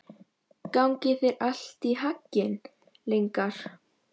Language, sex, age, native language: Icelandic, female, 11, Polish